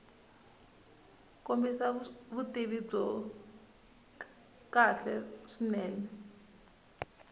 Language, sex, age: Tsonga, female, 19